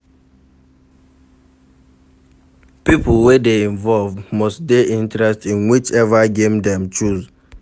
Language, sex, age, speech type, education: Nigerian Pidgin, male, 46-60, read, secondary